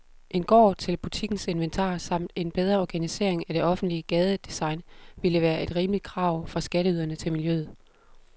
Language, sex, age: Danish, female, 32